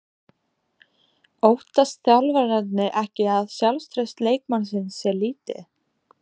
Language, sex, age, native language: Icelandic, female, 18-19, Icelandic